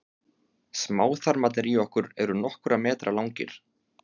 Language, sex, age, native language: Icelandic, male, 30-39, Icelandic